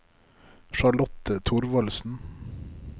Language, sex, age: Norwegian, male, 33